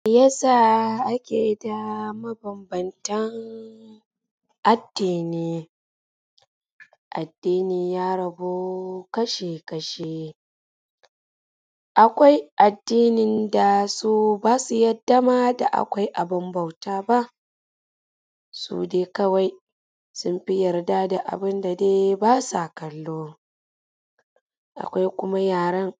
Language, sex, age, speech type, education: Hausa, female, 30-45, spontaneous, tertiary